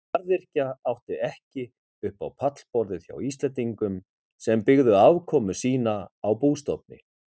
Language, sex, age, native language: Icelandic, male, 50-59, Icelandic